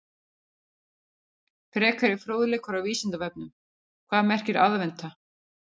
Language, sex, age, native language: Icelandic, female, 50-59, Icelandic